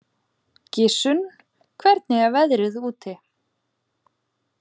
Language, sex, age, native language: Icelandic, female, 20-29, Icelandic